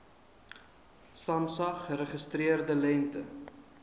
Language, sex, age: Afrikaans, male, 23